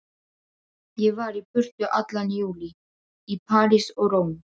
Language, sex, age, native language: Icelandic, female, 12, Serbo-Croatian